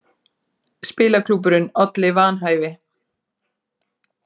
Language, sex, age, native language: Icelandic, female, 40-49, Icelandic